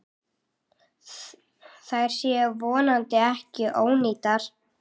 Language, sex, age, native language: Icelandic, female, 8, Icelandic